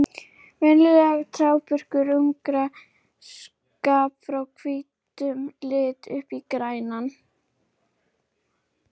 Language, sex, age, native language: Icelandic, female, 30-39, Icelandic